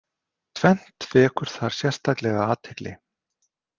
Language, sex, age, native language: Icelandic, male, 50-59, Icelandic